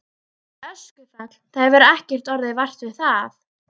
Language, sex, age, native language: Icelandic, female, 12, Icelandic